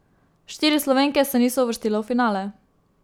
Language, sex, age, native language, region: Slovenian, female, 18-29, Slovenian, Savinja region